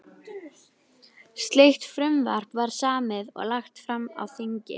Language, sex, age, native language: Icelandic, female, 12, Icelandic